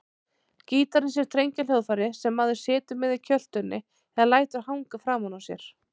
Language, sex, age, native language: Icelandic, female, 30-39, Icelandic